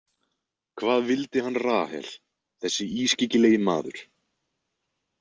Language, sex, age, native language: Icelandic, male, 20-29, Icelandic